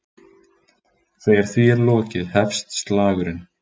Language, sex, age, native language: Icelandic, male, 20-29, Icelandic